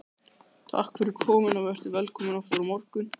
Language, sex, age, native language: Icelandic, male, 13, Icelandic